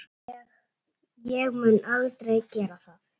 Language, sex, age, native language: Icelandic, female, 9, Icelandic